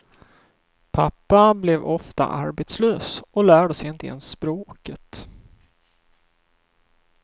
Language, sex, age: Swedish, male, 31